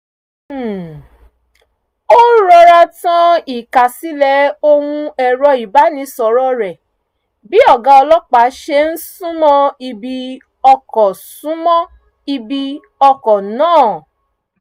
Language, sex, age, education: Yoruba, female, 30-45, tertiary